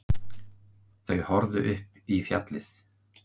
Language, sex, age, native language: Icelandic, male, 50-59, Icelandic